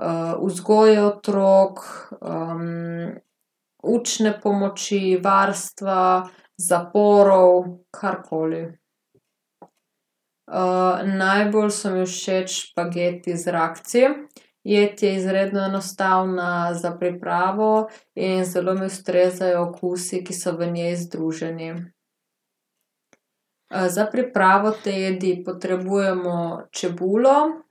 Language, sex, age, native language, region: Slovenian, female, 18-29, Slovenian, Gorica region